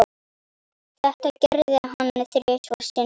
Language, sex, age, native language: Icelandic, female, 10, Icelandic